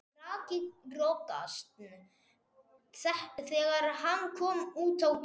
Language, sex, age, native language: Icelandic, male, 40-49, Spanish